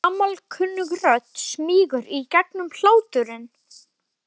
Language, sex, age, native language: Icelandic, male, 12, Icelandic